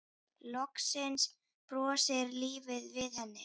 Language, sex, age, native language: Icelandic, female, 10, Icelandic